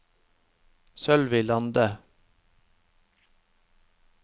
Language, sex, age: Norwegian, male, 25